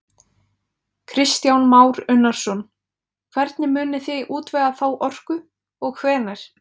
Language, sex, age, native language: Icelandic, female, 20-29, Icelandic